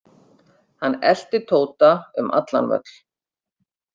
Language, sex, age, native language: Icelandic, female, 50-59, Icelandic